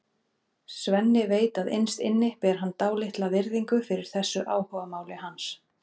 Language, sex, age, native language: Icelandic, female, 30-39, Icelandic